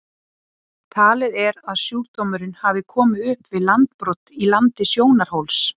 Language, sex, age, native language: Icelandic, female, 40-49, Icelandic